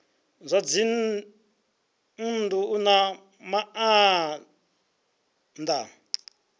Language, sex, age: Venda, male, 23